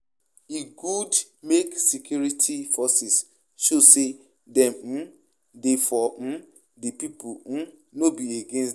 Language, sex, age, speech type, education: Nigerian Pidgin, male, 15-29, spontaneous, tertiary